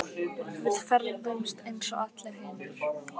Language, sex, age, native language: Icelandic, female, 15, Icelandic